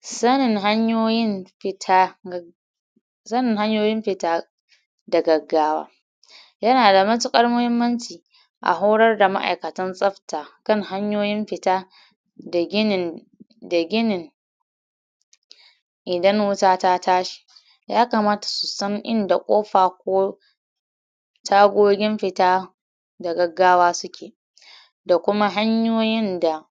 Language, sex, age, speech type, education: Hausa, female, 30-45, spontaneous, tertiary